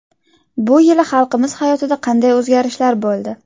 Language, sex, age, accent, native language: Uzbek, female, under 19, Navoiy, Uzbek